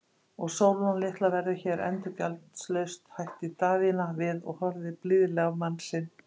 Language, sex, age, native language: Icelandic, female, 50-59, Icelandic